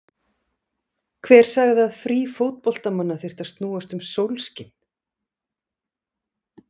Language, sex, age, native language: Icelandic, female, 40-49, Icelandic